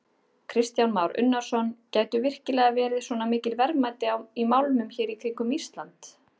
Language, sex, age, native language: Icelandic, female, 30-39, Icelandic